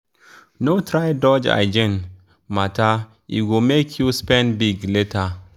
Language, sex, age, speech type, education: Nigerian Pidgin, male, 15-29, spontaneous, tertiary